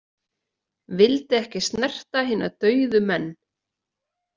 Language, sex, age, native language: Icelandic, female, 30-39, Icelandic